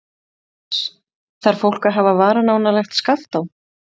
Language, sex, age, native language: Icelandic, female, 30-39, Icelandic